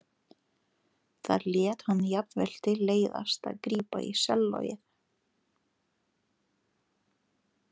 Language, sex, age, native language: Icelandic, female, 40-49, Lithuanian